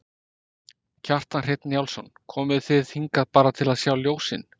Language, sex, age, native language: Icelandic, male, 50-59, Icelandic